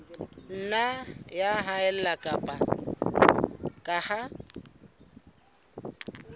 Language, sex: Southern Sotho, female